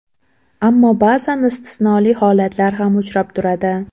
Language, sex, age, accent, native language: Uzbek, female, 18-24, Andijon, Uzbek